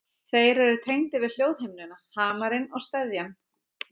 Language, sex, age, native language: Icelandic, female, 30-39, Icelandic